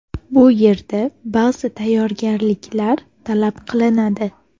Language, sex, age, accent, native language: Uzbek, female, 12-17, Toshkent shahri, Uzbek